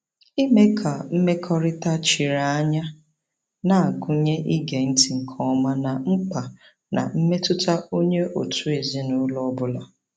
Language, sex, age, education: Igbo, female, 30-45, tertiary